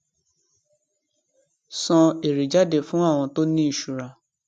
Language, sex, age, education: Yoruba, female, 15-29, tertiary